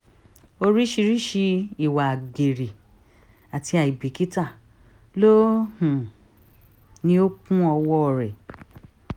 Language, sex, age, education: Yoruba, female, 30-45, tertiary